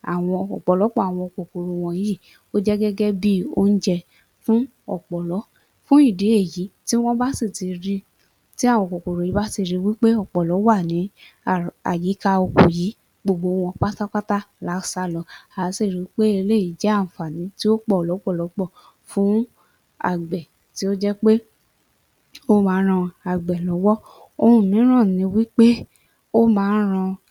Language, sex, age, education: Yoruba, female, 30-45, tertiary